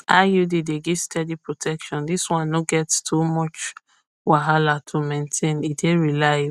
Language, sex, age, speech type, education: Nigerian Pidgin, female, 30-45, spontaneous, tertiary